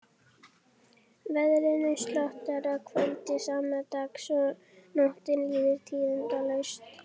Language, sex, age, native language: Icelandic, female, 11, Icelandic